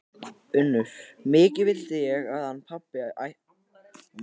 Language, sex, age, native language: Icelandic, male, 18-19, Icelandic